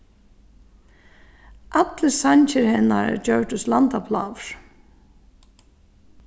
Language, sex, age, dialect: Faroese, female, 36-60, Suðurstreymoy